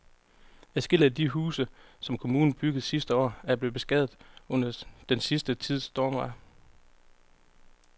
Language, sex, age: Danish, male, 25